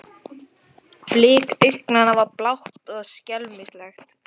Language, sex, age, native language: Icelandic, male, 11, Icelandic